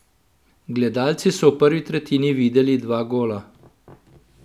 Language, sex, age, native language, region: Slovenian, male, 50-59, Slovenian, Central Slovenia